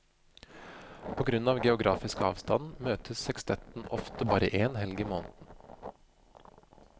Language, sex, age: Norwegian, male, 25